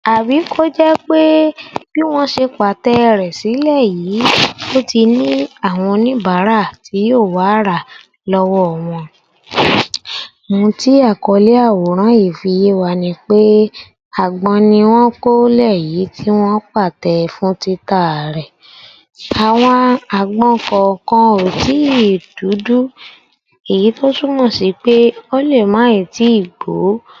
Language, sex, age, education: Yoruba, female, 30-45, tertiary